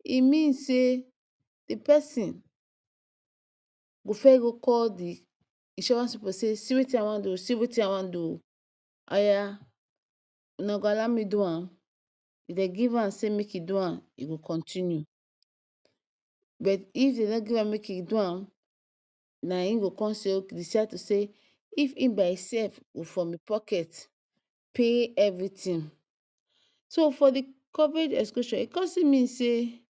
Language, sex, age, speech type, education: Nigerian Pidgin, female, 15-29, spontaneous, tertiary